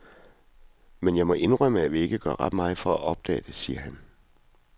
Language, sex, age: Danish, male, 41